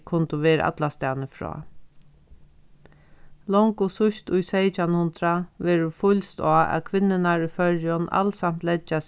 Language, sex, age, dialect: Faroese, female, 36-60, Sandoy